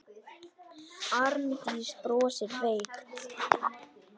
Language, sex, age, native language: Icelandic, male, 10, Icelandic